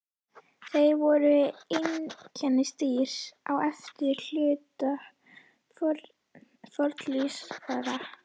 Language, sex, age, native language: Icelandic, female, 11, Icelandic